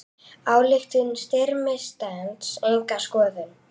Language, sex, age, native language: Icelandic, female, 8, Icelandic